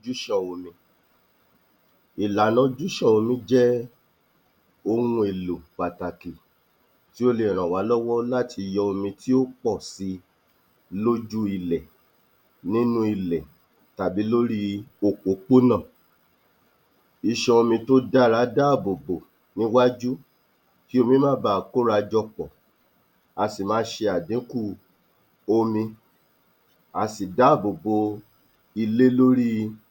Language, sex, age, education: Yoruba, male, 46-60, tertiary